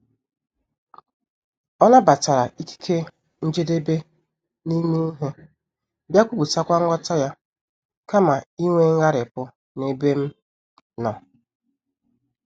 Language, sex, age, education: Igbo, female, 30-45, tertiary